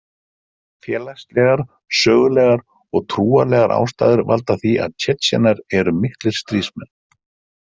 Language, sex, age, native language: Icelandic, male, 50-59, Icelandic